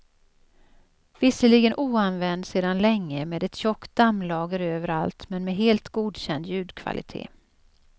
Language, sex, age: Swedish, female, 56